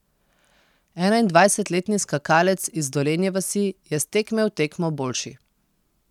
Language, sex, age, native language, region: Slovenian, female, 30-49, Slovenian, Posavska region